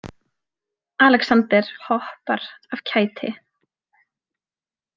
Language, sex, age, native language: Icelandic, female, 20-29, Icelandic